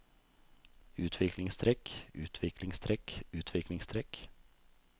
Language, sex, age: Norwegian, male, 32